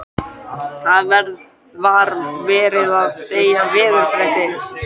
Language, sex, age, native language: Icelandic, male, 12, Icelandic